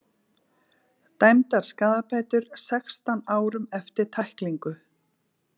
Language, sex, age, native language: Icelandic, female, 40-49, Icelandic